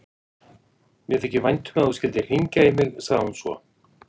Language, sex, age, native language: Icelandic, female, 40-49, Icelandic